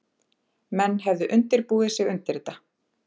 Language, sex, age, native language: Icelandic, female, 30-39, Icelandic